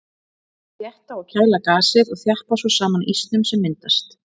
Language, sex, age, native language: Icelandic, female, 40-49, Icelandic